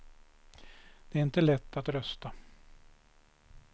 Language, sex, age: Swedish, male, 61